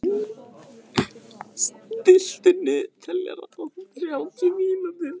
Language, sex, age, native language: Icelandic, male, 15, Icelandic